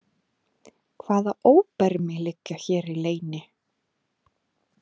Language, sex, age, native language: Icelandic, female, 30-39, Icelandic